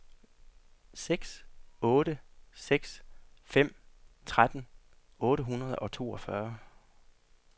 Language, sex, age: Danish, male, 40